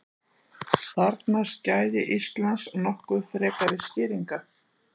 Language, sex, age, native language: Icelandic, female, 60-69, Icelandic